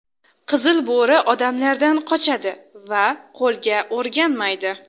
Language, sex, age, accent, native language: Uzbek, female, under 19, Xorazm, Uzbek